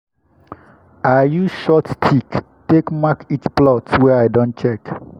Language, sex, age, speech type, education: Nigerian Pidgin, male, 15-29, spontaneous, tertiary